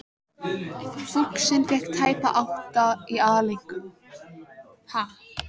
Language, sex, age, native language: Icelandic, female, 14, Icelandic